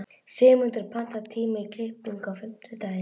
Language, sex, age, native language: Icelandic, female, 11, Icelandic